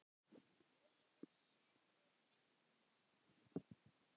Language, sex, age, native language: Icelandic, male, 10, Icelandic